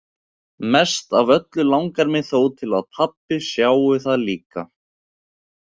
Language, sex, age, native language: Icelandic, male, 18-19, Icelandic